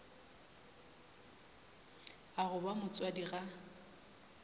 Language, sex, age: Northern Sotho, female, 25